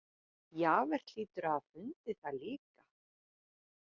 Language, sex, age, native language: Icelandic, female, 50-59, Icelandic